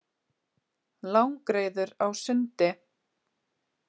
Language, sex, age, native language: Icelandic, female, 30-39, Icelandic